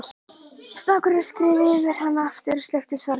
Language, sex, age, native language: Icelandic, female, 11, Icelandic